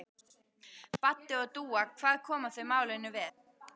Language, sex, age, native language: Icelandic, female, 12, Icelandic